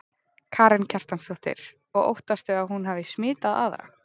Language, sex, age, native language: Icelandic, female, 20-29, Icelandic